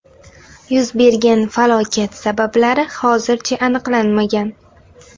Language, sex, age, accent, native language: Uzbek, female, 18-24, Andijon, Uzbek